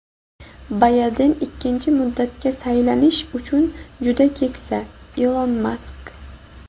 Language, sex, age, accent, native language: Uzbek, female, 19-29, Buxoro, Uzbek